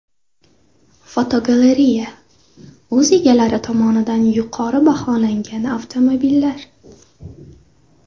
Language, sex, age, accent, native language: Uzbek, female, under 19, Navoiy, Uzbek